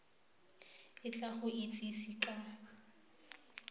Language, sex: Tswana, female